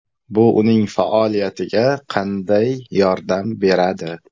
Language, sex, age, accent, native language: Uzbek, male, 25-34, Samarqand, Uzbek